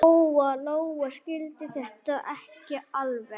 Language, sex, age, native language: Icelandic, male, 9, Icelandic